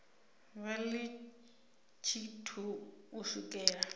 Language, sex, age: Venda, female, 26